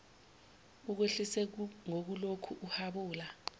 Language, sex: Zulu, female